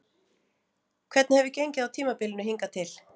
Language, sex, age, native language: Icelandic, female, 40-49, Icelandic